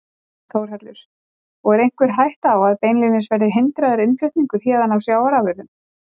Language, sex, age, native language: Icelandic, female, 40-49, Icelandic